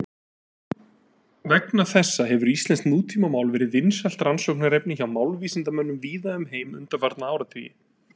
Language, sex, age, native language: Icelandic, male, 30-39, Icelandic